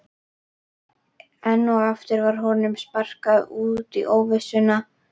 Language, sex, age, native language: Icelandic, female, 12, Icelandic